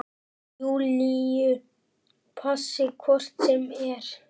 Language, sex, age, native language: Icelandic, male, 8, Icelandic